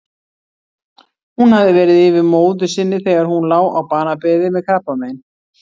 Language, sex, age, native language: Icelandic, female, 60-69, Icelandic